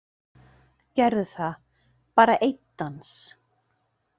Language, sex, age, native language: Icelandic, female, 40-49, Icelandic